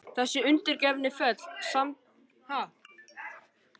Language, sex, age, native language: Icelandic, male, 13, Icelandic